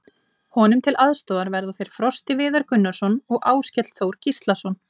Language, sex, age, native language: Icelandic, female, 20-29, Icelandic